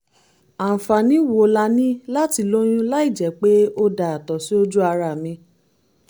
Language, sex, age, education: Yoruba, female, 30-45, tertiary